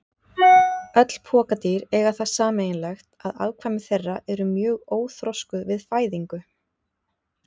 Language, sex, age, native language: Icelandic, female, 30-39, Icelandic